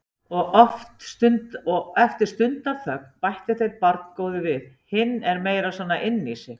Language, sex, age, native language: Icelandic, female, 60-69, Icelandic